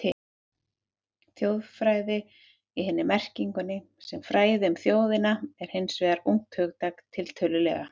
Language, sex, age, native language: Icelandic, female, 30-39, Icelandic